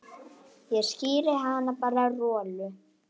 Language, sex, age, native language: Icelandic, male, 9, Icelandic